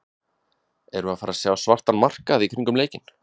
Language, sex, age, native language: Icelandic, male, 20-29, Icelandic